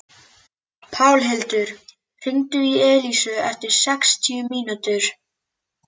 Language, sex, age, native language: Icelandic, male, 11, Icelandic